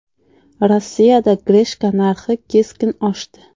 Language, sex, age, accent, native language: Uzbek, female, 25-34, Qoraqalpog'iston, Uzbek